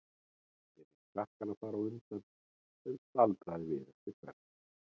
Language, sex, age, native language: Icelandic, male, 40-49, Icelandic